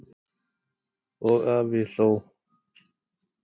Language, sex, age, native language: Icelandic, male, 30-39, Icelandic